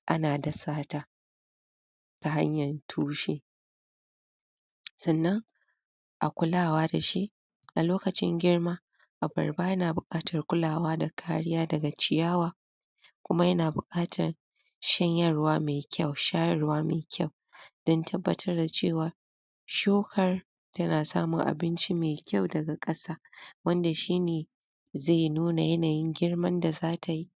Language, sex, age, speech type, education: Hausa, female, 46-60, spontaneous, tertiary